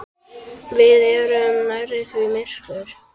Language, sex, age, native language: Icelandic, male, 10, Icelandic